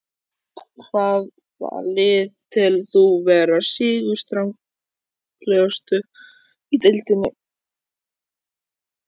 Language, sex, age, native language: Icelandic, male, 14, Icelandic